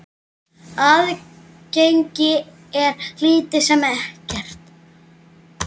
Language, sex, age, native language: Icelandic, male, 7, Icelandic